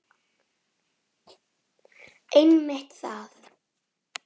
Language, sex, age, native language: Icelandic, female, 10, Icelandic